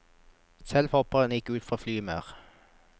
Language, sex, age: Norwegian, male, 21